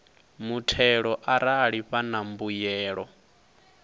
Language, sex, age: Venda, male, 22